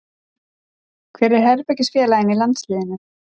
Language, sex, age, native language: Icelandic, female, 40-49, Icelandic